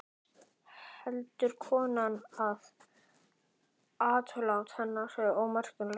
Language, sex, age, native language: Icelandic, male, 11, Icelandic